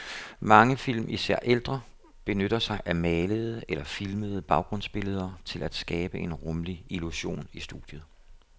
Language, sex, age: Danish, male, 57